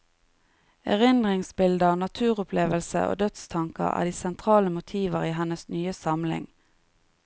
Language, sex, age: Norwegian, female, 30